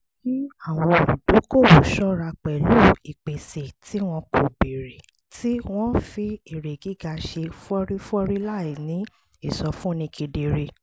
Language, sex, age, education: Yoruba, female, 30-45, tertiary